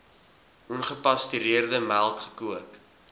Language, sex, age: Afrikaans, male, 19